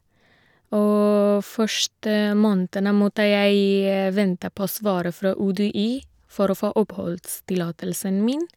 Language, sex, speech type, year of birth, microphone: Norwegian, female, spontaneous, 1988, Shure